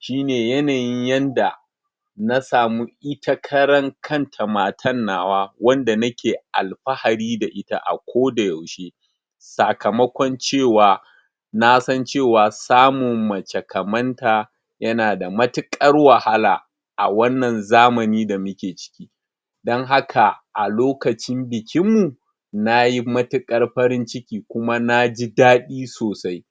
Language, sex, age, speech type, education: Hausa, male, 30-45, spontaneous, tertiary